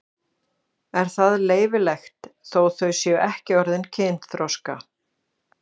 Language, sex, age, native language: Icelandic, female, 40-49, Icelandic